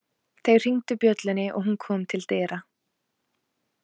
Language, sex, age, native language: Icelandic, female, 20-29, Icelandic